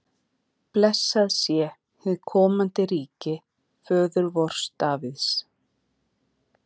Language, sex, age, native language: Icelandic, female, 40-49, Icelandic